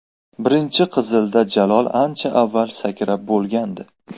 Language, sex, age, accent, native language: Uzbek, male, 18-24, Farg'ona, Uzbek